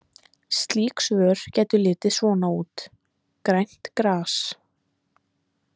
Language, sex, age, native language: Icelandic, female, 20-29, Icelandic